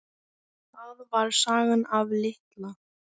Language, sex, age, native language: Icelandic, female, 10, Icelandic